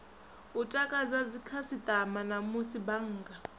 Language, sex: Venda, male